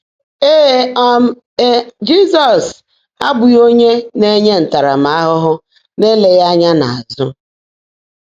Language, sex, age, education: Igbo, female, 30-45, tertiary